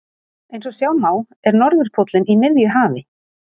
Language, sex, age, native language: Icelandic, female, 30-39, Icelandic